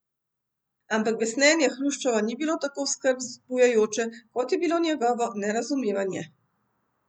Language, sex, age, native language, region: Slovenian, female, 50-59, Slovenian, Central Slovenia